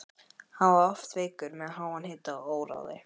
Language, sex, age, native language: Icelandic, female, 12, Icelandic